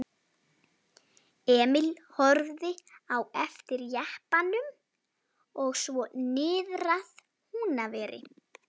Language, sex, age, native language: Icelandic, female, 11, Icelandic